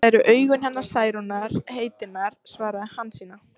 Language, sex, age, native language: Icelandic, female, 14, Icelandic